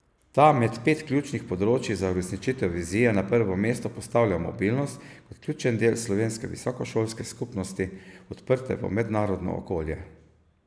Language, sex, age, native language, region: Slovenian, male, 50-59, Slovenian, Savinja region